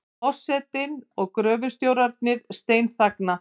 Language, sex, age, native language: Icelandic, female, 50-59, Icelandic